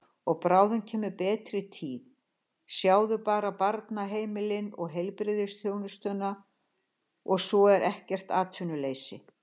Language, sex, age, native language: Icelandic, female, 60-69, Icelandic